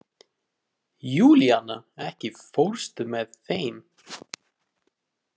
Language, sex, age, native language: Icelandic, male, 30-39, Icelandic